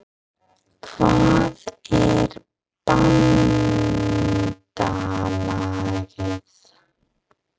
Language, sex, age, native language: Icelandic, female, 30-39, English